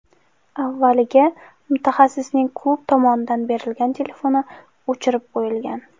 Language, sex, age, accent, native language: Uzbek, female, 18-24, Jizzax, Uzbek